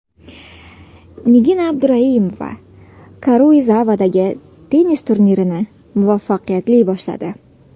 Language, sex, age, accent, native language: Uzbek, female, 18-24, Sirdaryo, Uzbek